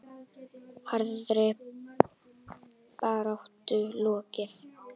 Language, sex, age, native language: Icelandic, female, 10, Icelandic